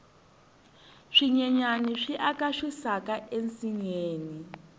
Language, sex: Tsonga, female